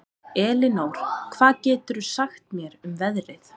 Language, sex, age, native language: Icelandic, female, 20-29, Icelandic